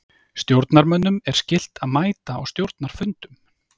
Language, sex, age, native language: Icelandic, male, 30-39, Icelandic